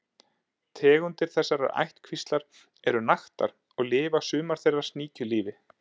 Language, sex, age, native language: Icelandic, male, 30-39, Icelandic